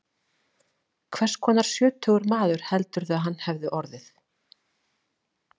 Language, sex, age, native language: Icelandic, female, 40-49, Icelandic